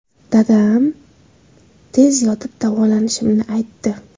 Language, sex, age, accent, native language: Uzbek, female, under 19, Qashqadaryo, Uzbek